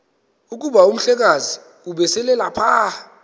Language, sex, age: Xhosa, male, 22